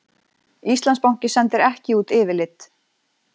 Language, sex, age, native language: Icelandic, female, 40-49, Icelandic